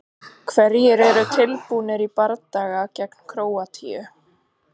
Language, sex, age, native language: Icelandic, female, 30-39, Icelandic